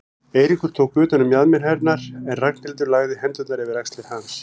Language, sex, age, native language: Icelandic, male, 40-49, Icelandic